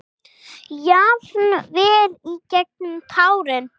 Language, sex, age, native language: Icelandic, female, 6, English